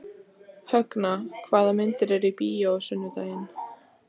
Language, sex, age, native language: Icelandic, female, 14, Icelandic